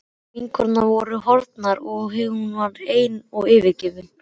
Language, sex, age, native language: Icelandic, male, 12, Icelandic